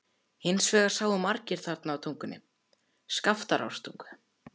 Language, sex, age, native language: Icelandic, male, 14, Icelandic